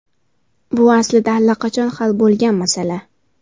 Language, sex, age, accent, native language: Uzbek, female, 19-29, Toshkent viloyati, Uzbek